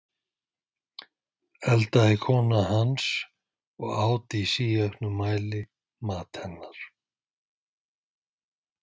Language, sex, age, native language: Icelandic, male, 50-59, Icelandic